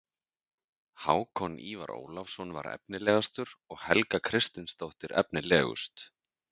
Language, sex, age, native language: Icelandic, male, 30-39, Icelandic